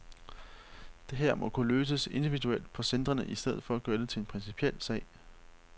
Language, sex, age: Danish, male, 31